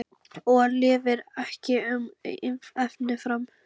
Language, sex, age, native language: Icelandic, female, 11, Icelandic